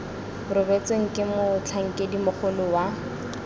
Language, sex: Tswana, female